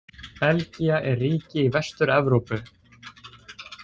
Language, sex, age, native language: Icelandic, male, 20-29, Icelandic